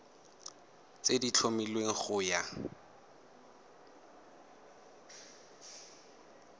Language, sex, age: Tswana, male, 18